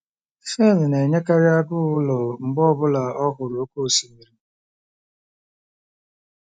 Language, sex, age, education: Igbo, male, 30-45, tertiary